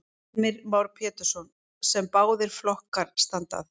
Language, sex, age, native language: Icelandic, female, 50-59, Icelandic